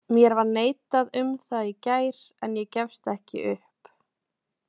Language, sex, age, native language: Icelandic, female, 20-29, Icelandic